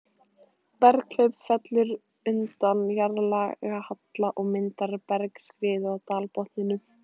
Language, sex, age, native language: Icelandic, female, 14, Icelandic